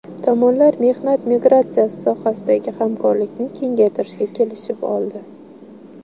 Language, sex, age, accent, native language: Uzbek, female, 18-24, Qashqadaryo, Uzbek